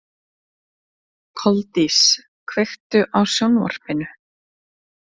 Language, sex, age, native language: Icelandic, female, 30-39, Icelandic